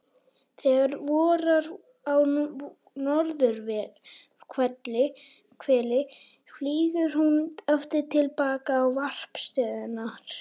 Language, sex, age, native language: Icelandic, female, 18-19, Icelandic